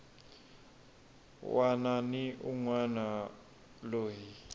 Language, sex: Tsonga, male